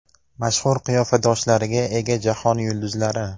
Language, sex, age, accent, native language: Uzbek, male, 19-29, Namangan, Uzbek